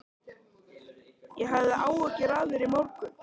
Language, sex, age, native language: Icelandic, male, 13, Icelandic